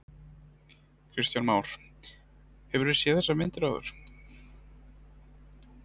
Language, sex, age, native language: Icelandic, male, 30-39, Icelandic